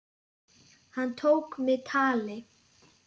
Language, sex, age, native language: Icelandic, female, 10, Icelandic